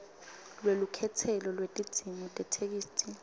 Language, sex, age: Swati, female, 25